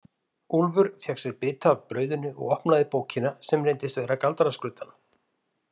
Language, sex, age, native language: Icelandic, male, 50-59, Icelandic